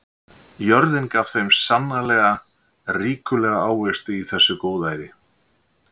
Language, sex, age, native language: Icelandic, male, 60-69, Icelandic